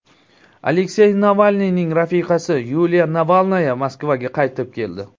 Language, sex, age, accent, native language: Uzbek, male, 19-29, Surxondaryo, Uzbek